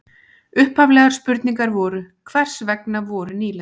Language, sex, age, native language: Icelandic, female, 20-29, Icelandic